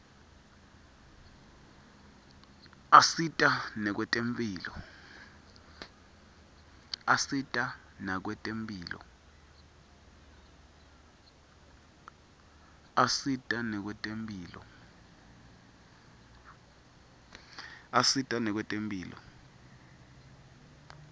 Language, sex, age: Swati, male, 23